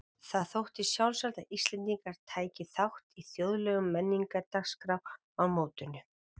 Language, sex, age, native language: Icelandic, female, 40-49, Icelandic